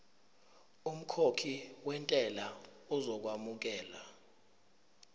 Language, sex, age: Zulu, male, 23